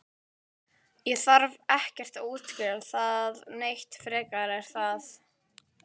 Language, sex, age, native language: Icelandic, female, 12, Icelandic